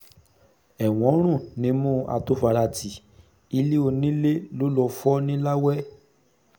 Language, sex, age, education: Yoruba, male, 30-45, secondary